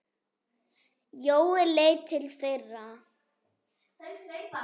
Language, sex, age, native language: Icelandic, female, 7, Icelandic